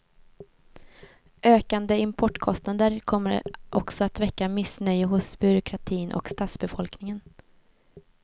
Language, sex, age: Swedish, female, 24